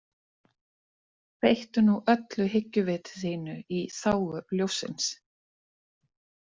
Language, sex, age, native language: Icelandic, female, 30-39, Icelandic